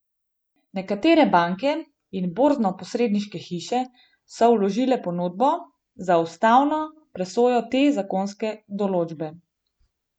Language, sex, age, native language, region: Slovenian, female, 18-29, Slovenian, Gorenjska region